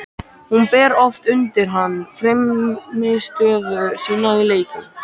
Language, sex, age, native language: Icelandic, male, 13, Icelandic